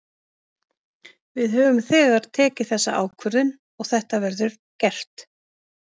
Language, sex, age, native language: Icelandic, female, 50-59, Icelandic